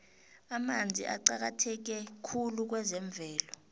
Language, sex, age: South Ndebele, female, 26